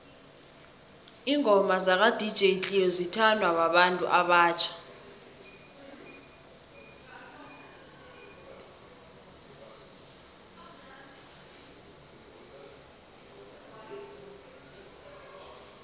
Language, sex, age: South Ndebele, female, 21